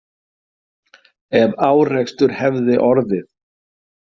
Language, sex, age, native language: Icelandic, male, 50-59, Icelandic